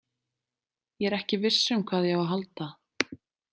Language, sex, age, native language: Icelandic, female, 30-39, Icelandic